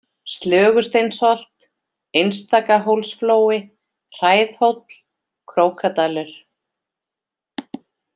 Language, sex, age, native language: Icelandic, female, 40-49, Icelandic